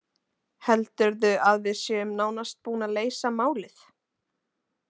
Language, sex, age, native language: Icelandic, female, 20-29, Icelandic